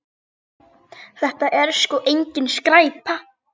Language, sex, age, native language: Icelandic, female, 8, Icelandic